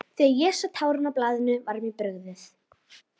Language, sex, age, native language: Icelandic, female, 12, Icelandic